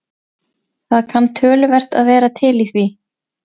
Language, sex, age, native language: Icelandic, female, 20-29, Icelandic